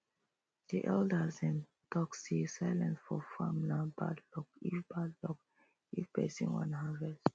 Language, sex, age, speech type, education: Nigerian Pidgin, female, 30-45, spontaneous, tertiary